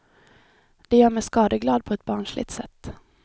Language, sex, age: Swedish, female, 26